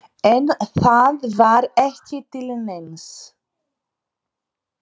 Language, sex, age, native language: Icelandic, female, 40-49, Portuguese